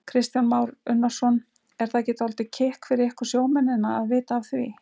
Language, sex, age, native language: Icelandic, female, 60-69, Icelandic